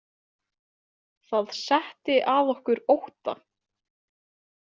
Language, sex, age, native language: Icelandic, female, 18-19, Icelandic